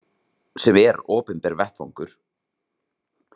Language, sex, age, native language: Icelandic, male, 30-39, Icelandic